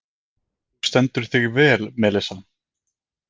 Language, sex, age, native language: Icelandic, male, 20-29, Icelandic